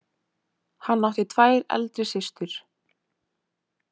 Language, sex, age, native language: Icelandic, female, 18-19, Icelandic